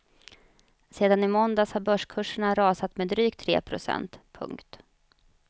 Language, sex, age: Swedish, female, 35